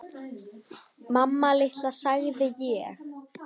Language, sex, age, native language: Icelandic, female, 10, Icelandic